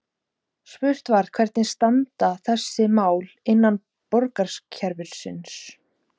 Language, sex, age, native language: Icelandic, female, 17, Icelandic